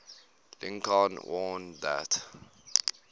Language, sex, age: English, male, 18